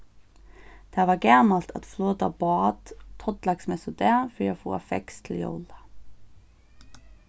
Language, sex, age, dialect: Faroese, female, 15-35, Suðurstreymoy